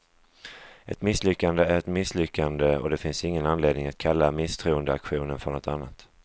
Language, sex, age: Swedish, male, 35